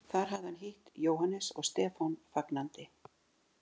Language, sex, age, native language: Icelandic, female, 60-69, Icelandic